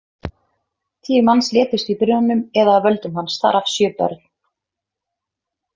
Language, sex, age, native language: Icelandic, female, 30-39, Icelandic